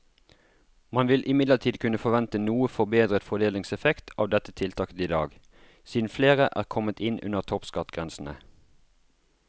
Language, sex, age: Norwegian, male, 33